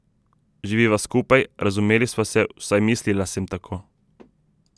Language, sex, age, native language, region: Slovenian, male, 30-49, Slovenian, Southeast Slovenia